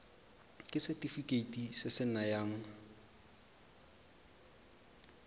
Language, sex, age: Tswana, male, 23